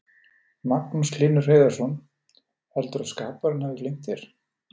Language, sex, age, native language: Icelandic, male, 40-49, Icelandic